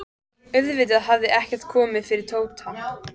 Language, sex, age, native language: Icelandic, female, 14, Icelandic